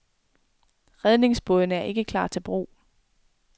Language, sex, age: Danish, female, 24